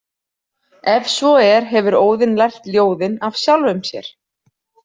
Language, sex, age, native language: Icelandic, female, 40-49, Icelandic